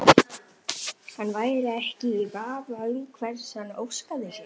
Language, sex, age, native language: Icelandic, male, 11, Icelandic